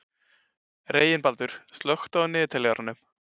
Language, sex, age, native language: Icelandic, male, 20-29, Icelandic